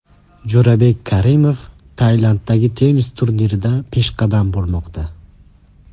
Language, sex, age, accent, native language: Uzbek, male, 18-24, Andijon, Uzbek